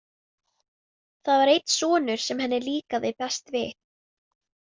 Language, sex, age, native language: Icelandic, female, 18-19, Vietnamese